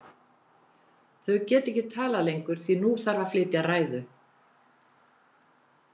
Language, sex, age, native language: Icelandic, female, 70-79, Icelandic